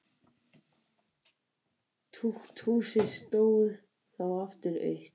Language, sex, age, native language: Icelandic, male, 18-19, Icelandic